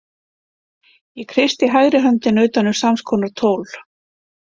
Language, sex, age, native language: Icelandic, female, 50-59, Icelandic